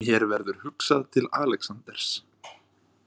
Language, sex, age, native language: Icelandic, male, 20-29, Icelandic